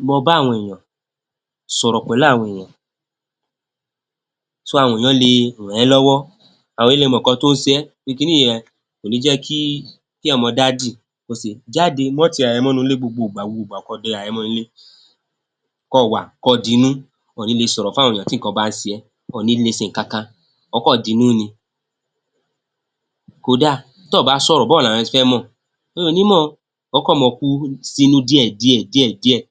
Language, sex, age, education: Yoruba, male, 30-45, tertiary